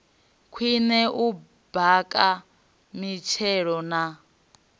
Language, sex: Venda, female